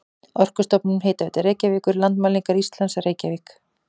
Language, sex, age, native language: Icelandic, female, 40-49, Icelandic